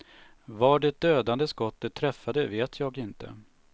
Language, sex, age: Swedish, male, 45